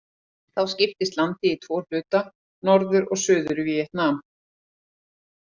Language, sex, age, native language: Icelandic, female, 40-49, Icelandic